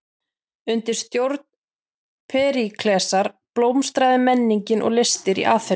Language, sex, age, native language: Icelandic, female, 40-49, Icelandic